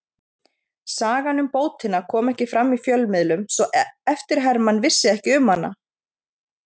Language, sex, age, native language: Icelandic, female, 30-39, Icelandic